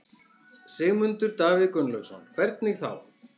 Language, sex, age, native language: Icelandic, male, 50-59, Icelandic